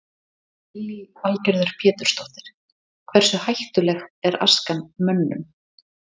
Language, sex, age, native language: Icelandic, female, 30-39, Icelandic